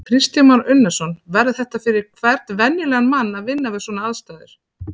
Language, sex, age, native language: Icelandic, female, 40-49, Icelandic